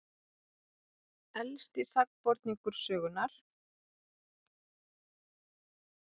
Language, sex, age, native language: Icelandic, female, 40-49, Icelandic